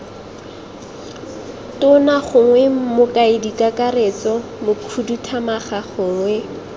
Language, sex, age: Tswana, female, 23